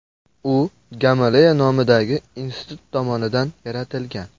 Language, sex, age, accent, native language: Uzbek, male, under 19, Andijon, Uzbek